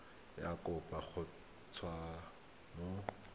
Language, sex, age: Tswana, male, 23